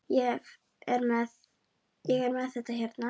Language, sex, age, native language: Icelandic, female, 9, Icelandic